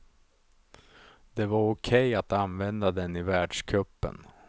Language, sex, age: Swedish, male, 35